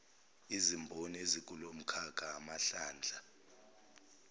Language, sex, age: Zulu, male, 29